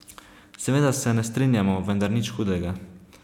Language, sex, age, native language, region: Slovenian, male, 18-29, Slovenian, Savinja region